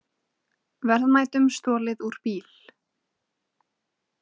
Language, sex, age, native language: Icelandic, female, 20-29, Icelandic